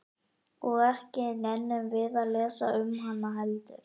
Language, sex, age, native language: Icelandic, male, 11, Icelandic